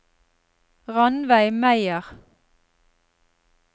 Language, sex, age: Norwegian, female, 32